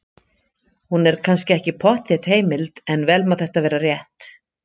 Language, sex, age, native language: Icelandic, female, 50-59, Icelandic